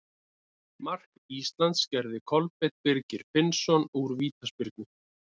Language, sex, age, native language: Icelandic, male, 30-39, Icelandic